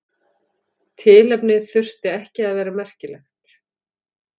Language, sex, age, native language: Icelandic, female, 40-49, Icelandic